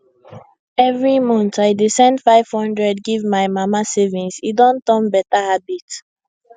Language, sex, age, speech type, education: Nigerian Pidgin, female, 15-29, spontaneous, secondary